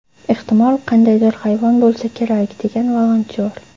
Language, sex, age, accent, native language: Uzbek, female, 18-24, Toshkent shahri, Uzbek